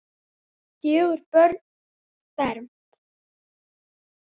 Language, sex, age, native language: Icelandic, female, 9, Icelandic